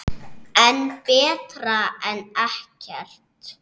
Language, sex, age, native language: Icelandic, male, 6, Icelandic